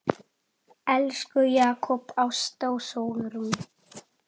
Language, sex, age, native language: Icelandic, male, 7, Icelandic